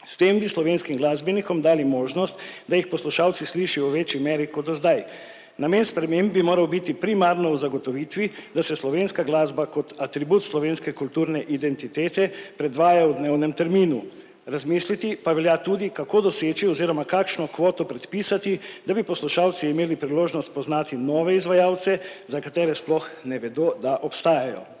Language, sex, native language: Slovenian, male, Slovenian